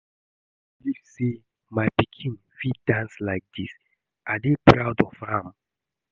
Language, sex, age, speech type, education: Nigerian Pidgin, male, 15-29, read, secondary